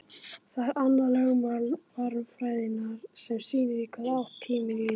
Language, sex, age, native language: Icelandic, male, 18-19, Icelandic